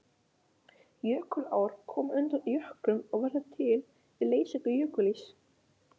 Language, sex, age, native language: Icelandic, male, 11, Icelandic